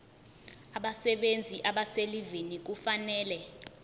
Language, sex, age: Zulu, female, 20